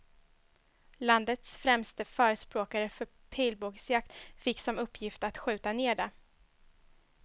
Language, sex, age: Swedish, female, 21